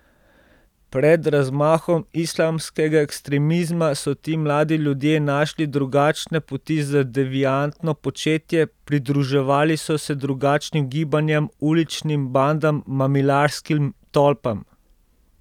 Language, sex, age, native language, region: Slovenian, male, 30-49, Slovenian, Central Slovenia